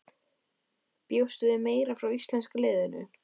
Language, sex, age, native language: Icelandic, female, 12, Icelandic